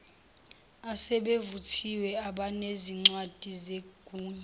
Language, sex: Zulu, female